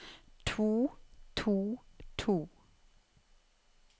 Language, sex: Norwegian, female